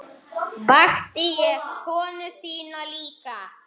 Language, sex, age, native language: Icelandic, male, 9, Icelandic